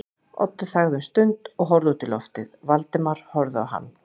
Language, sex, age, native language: Icelandic, female, 40-49, Icelandic